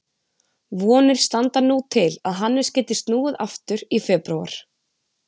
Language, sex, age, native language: Icelandic, female, 20-29, Icelandic